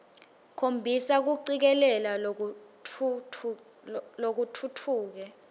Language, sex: Swati, female